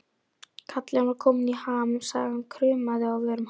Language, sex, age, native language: Icelandic, female, 11, Icelandic